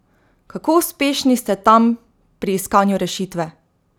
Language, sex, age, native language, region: Slovenian, female, 18-29, Slovenian, Drava region